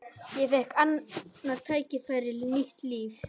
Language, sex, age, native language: Icelandic, other, 12, Icelandic